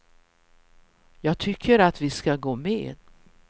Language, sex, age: Swedish, female, 64